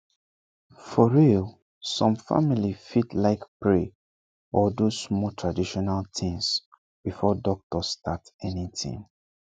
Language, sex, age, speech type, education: Nigerian Pidgin, male, 15-29, spontaneous, secondary